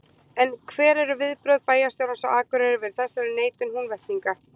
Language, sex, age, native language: Icelandic, female, 20-29, Icelandic